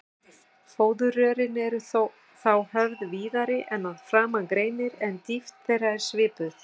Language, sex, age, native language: Icelandic, female, 60-69, Icelandic